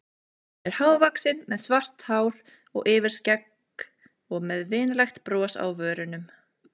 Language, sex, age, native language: Icelandic, female, 20-29, Icelandic